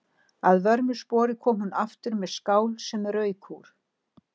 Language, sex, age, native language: Icelandic, female, 60-69, Icelandic